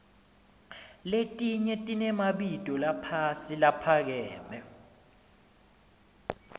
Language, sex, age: Swati, male, 22